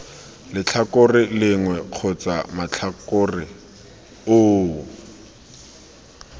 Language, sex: Tswana, male